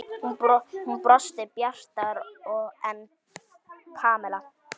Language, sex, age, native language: Icelandic, female, 9, Icelandic